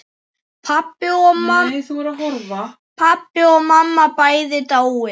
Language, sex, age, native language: Icelandic, male, 9, Icelandic